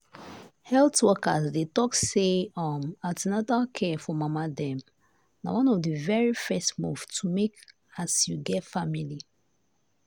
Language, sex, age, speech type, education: Nigerian Pidgin, female, 15-29, spontaneous, tertiary